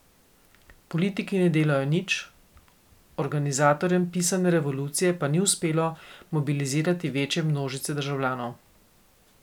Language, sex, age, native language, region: Slovenian, female, 50-59, Slovenian, Coastal Karst region